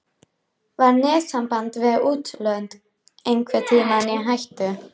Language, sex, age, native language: Icelandic, female, 13, Icelandic